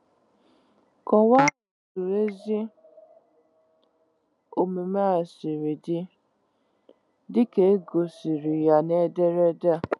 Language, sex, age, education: Igbo, female, 15-29, tertiary